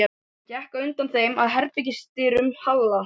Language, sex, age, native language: Icelandic, other, 12, Icelandic